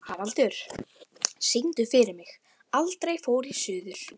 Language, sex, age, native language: Icelandic, female, 12, Icelandic